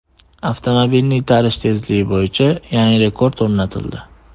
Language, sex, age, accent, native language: Uzbek, male, 18-24, Andijon, Uzbek